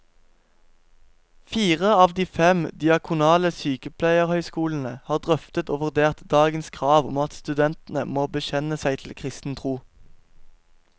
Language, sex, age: Norwegian, male, 17